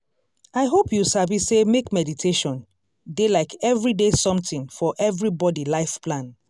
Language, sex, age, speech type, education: Nigerian Pidgin, female, 30-45, spontaneous, tertiary